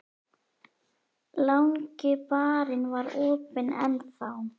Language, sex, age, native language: Icelandic, female, 11, Icelandic